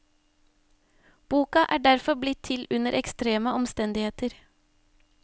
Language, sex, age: Norwegian, female, 25